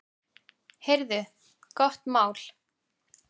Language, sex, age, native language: Icelandic, male, 9, Icelandic